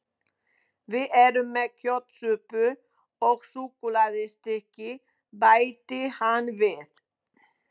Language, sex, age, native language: Icelandic, female, 20-29, Polish